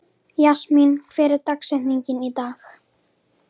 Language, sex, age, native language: Icelandic, female, 13, Icelandic